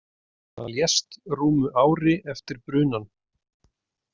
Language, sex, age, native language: Icelandic, male, 40-49, Icelandic